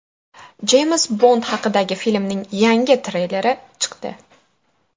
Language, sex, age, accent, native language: Uzbek, female, 12-17, Sirdaryo, Uzbek